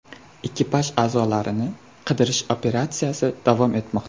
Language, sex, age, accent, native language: Uzbek, male, 18-24, Surxondaryo, Uzbek